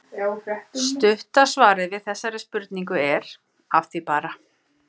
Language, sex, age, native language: Icelandic, female, 50-59, Icelandic